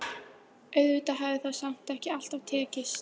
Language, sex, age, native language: Icelandic, female, 13, Icelandic